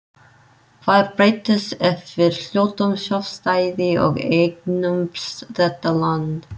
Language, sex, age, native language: Icelandic, female, 30-39, English